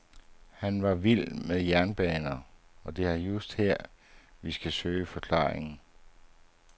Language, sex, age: Danish, male, 59